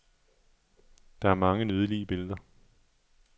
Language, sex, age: Danish, male, 37